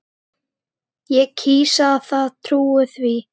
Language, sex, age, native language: Icelandic, female, 9, Icelandic